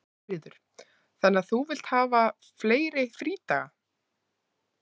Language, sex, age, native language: Icelandic, female, 20-29, Icelandic